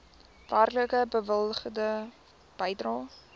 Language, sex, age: Afrikaans, female, 18